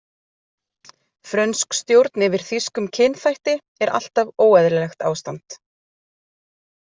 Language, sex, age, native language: Icelandic, female, 40-49, Icelandic